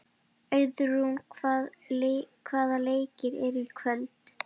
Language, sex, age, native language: Icelandic, female, 12, Icelandic